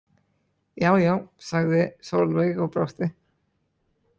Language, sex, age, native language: Icelandic, male, 20-29, Icelandic